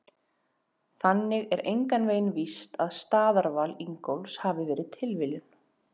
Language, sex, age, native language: Icelandic, female, 30-39, Icelandic